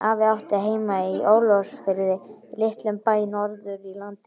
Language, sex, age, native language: Icelandic, male, 12, Icelandic